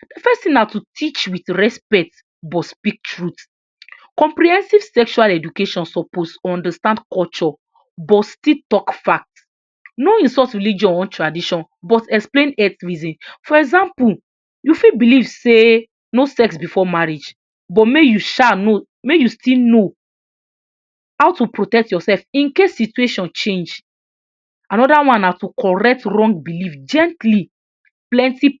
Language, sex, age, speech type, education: Nigerian Pidgin, female, 46-60, spontaneous, tertiary